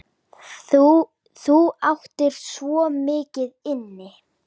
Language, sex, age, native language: Icelandic, female, 9, Icelandic